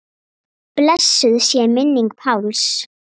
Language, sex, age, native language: Icelandic, female, 8, Icelandic